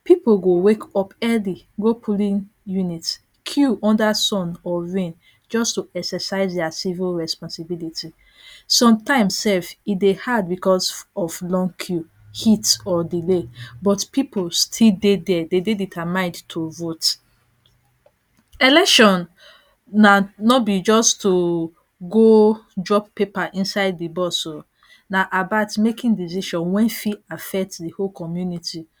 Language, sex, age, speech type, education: Nigerian Pidgin, female, 30-45, spontaneous, tertiary